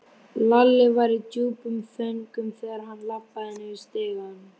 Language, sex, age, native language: Icelandic, female, 12, Icelandic